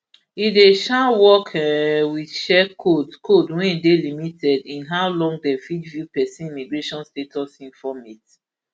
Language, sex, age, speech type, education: Nigerian Pidgin, female, 30-45, spontaneous, tertiary